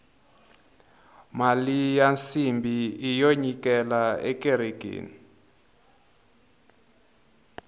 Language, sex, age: Tsonga, male, 22